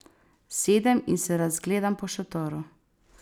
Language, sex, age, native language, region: Slovenian, female, 18-29, Slovenian, Savinja region